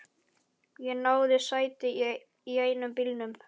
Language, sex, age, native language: Icelandic, male, 11, Icelandic